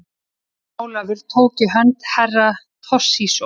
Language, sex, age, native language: Icelandic, female, 30-39, Icelandic